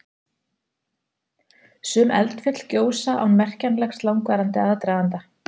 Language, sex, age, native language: Icelandic, female, 40-49, Icelandic